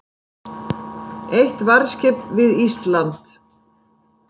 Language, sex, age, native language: Icelandic, female, 50-59, Icelandic